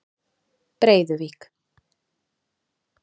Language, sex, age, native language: Icelandic, female, 40-49, Icelandic